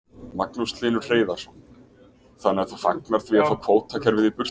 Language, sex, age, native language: Icelandic, male, 20-29, Icelandic